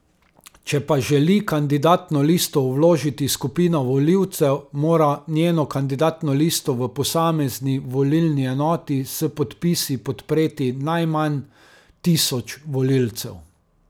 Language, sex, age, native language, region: Slovenian, male, 30-49, Slovenian, Carinthia region